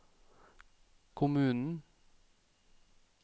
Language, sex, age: Norwegian, male, 28